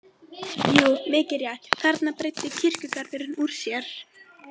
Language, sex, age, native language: Icelandic, female, 13, Icelandic